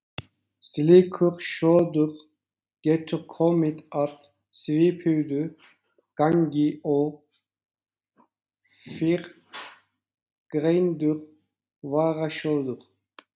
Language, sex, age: Icelandic, male, 40-49